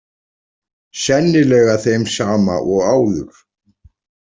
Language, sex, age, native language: Icelandic, male, 40-49, Icelandic